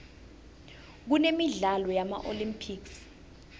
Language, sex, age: South Ndebele, female, 21